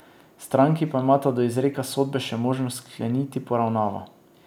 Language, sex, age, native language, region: Slovenian, male, 30-49, Slovenian, Drava region